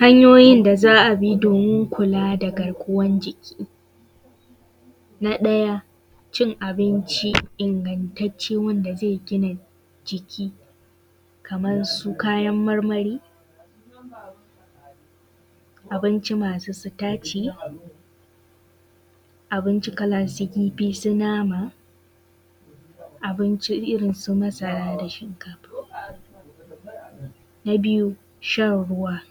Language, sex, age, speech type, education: Hausa, female, 15-29, spontaneous, tertiary